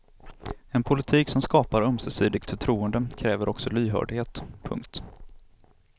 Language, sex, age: Swedish, male, 27